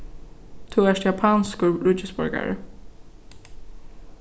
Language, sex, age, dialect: Faroese, female, 15-35, Suðurstreymoy